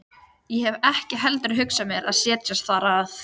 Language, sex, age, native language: Icelandic, female, 13, Icelandic